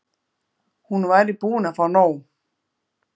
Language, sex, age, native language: Icelandic, female, 50-59, Icelandic